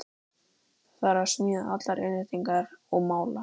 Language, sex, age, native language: Icelandic, female, 13, Icelandic